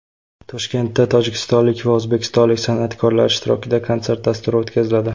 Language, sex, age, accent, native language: Uzbek, male, 18-24, Toshkent viloyati, Uzbek